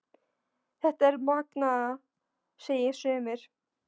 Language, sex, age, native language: Icelandic, female, 13, Polish